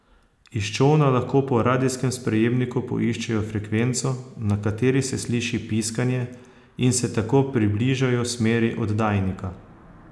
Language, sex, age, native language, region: Slovenian, male, 30-49, Slovenian, Posavska region